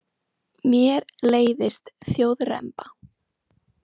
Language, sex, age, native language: Icelandic, female, 18-19, Icelandic